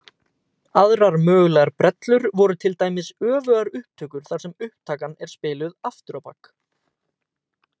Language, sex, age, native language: Icelandic, male, 18-19, Icelandic